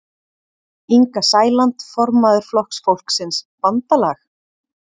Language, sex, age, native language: Icelandic, female, 30-39, Icelandic